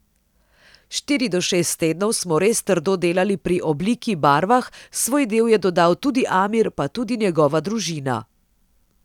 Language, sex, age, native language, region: Slovenian, female, 30-49, Slovenian, Central Slovenia